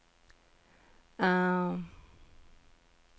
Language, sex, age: Norwegian, female, 41